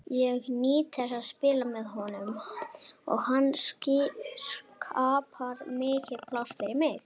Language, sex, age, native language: Icelandic, female, 30-39, Icelandic